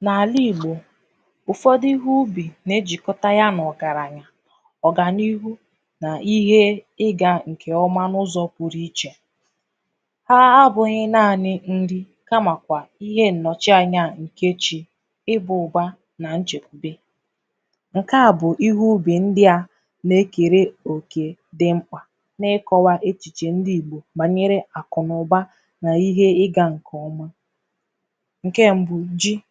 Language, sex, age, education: Igbo, female, 15-29, tertiary